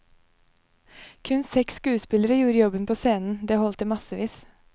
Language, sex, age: Norwegian, female, 23